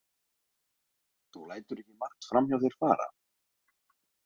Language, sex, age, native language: Icelandic, male, 20-29, Icelandic